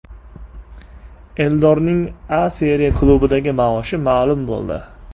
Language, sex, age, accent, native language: Uzbek, male, 25-34, Toshkent shahri, Uzbek